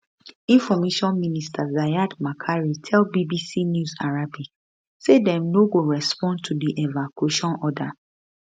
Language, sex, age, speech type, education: Nigerian Pidgin, female, 15-29, spontaneous, tertiary